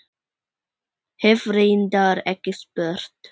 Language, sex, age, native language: Icelandic, female, 10, Icelandic